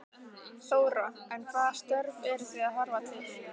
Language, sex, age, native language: Icelandic, female, 15, Icelandic